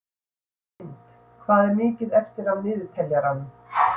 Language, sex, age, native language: Icelandic, female, 60-69, Icelandic